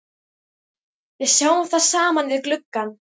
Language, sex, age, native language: Icelandic, female, 13, Icelandic